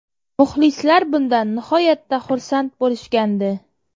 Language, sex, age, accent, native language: Uzbek, female, 25-34, Qoraqalpog'iston, Uzbek